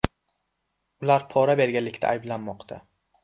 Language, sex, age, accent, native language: Uzbek, male, 12-17, Samarqand, Uzbek